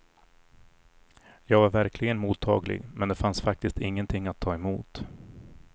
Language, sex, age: Swedish, male, 40